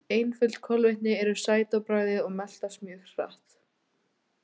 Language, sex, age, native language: Icelandic, female, 18-19, Icelandic